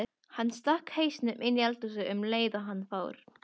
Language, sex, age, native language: Icelandic, female, 12, Icelandic